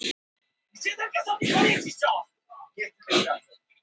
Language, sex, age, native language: Icelandic, female, 18-19, Icelandic